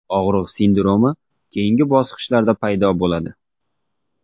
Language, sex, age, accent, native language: Uzbek, male, 19-29, Jizzax, Uzbek